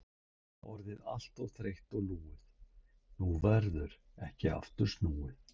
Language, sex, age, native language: Icelandic, male, 60-69, Icelandic